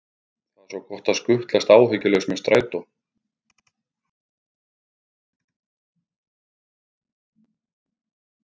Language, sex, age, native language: Icelandic, male, 50-59, Icelandic